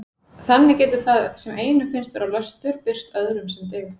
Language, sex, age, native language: Icelandic, female, 40-49, Icelandic